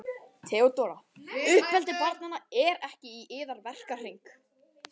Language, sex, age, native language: Icelandic, female, 12, Icelandic